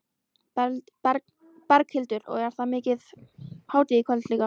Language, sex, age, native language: Icelandic, female, 14, Icelandic